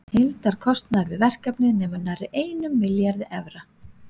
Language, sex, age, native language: Icelandic, female, 40-49, Icelandic